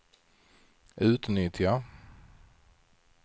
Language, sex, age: Swedish, male, 40